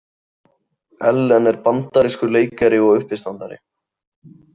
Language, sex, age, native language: Icelandic, male, 18-19, Icelandic